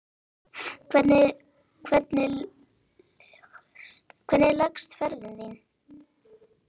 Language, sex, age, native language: Icelandic, female, 9, Icelandic